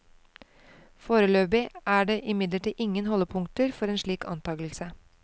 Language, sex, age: Norwegian, female, 29